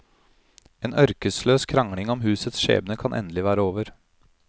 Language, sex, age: Norwegian, male, 31